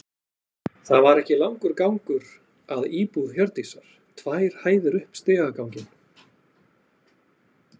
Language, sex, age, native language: Icelandic, male, 40-49, Icelandic